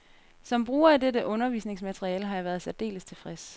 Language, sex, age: Danish, female, 30